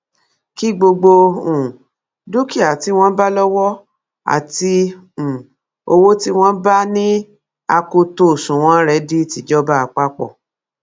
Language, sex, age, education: Yoruba, female, 46-60, tertiary